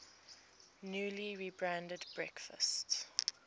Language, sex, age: English, female, 20